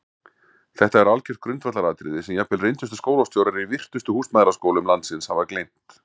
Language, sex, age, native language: Icelandic, male, 40-49, Icelandic